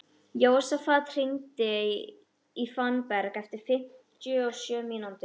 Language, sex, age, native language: Icelandic, female, 12, Icelandic